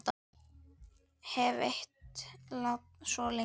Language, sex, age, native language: Icelandic, male, 10, Icelandic